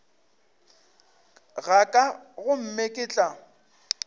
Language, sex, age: Northern Sotho, male, 25